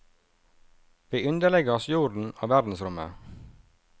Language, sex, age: Norwegian, male, 37